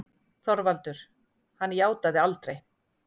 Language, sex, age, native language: Icelandic, female, 40-49, Icelandic